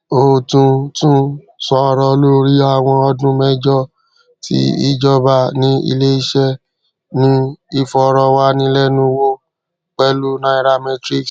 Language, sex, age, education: Yoruba, male, 30-45, tertiary